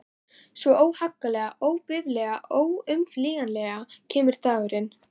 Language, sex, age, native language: Icelandic, female, 11, Icelandic